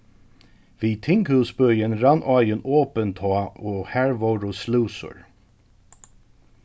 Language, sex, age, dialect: Faroese, male, 36-60, Suðurstreymoy